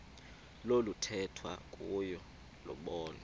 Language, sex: Xhosa, male